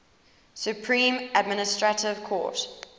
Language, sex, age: English, female, 19